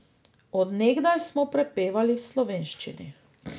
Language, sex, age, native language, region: Slovenian, female, 50-59, Slovenian, Drava region